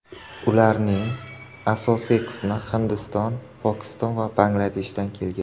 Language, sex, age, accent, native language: Uzbek, male, 25-34, Surxondaryo, Uzbek